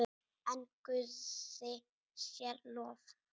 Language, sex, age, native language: Icelandic, female, 6, Icelandic